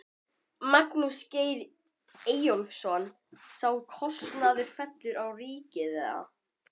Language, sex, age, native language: Icelandic, female, 12, Icelandic